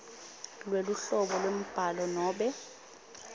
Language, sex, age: Swati, female, 25